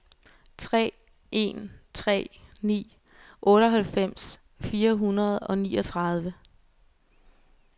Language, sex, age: Danish, female, 24